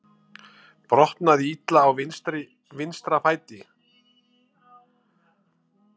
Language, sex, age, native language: Icelandic, male, 50-59, Icelandic